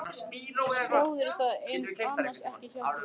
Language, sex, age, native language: Icelandic, female, 15, Icelandic